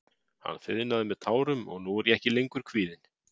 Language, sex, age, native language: Icelandic, male, 50-59, Icelandic